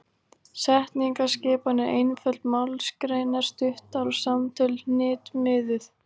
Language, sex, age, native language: Icelandic, female, 18-19, Icelandic